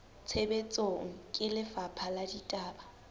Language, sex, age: Southern Sotho, female, 19